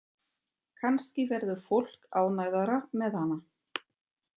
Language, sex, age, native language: Icelandic, female, 30-39, German